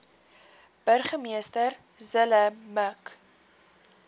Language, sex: Afrikaans, female